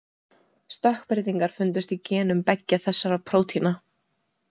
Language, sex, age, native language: Icelandic, female, 20-29, Icelandic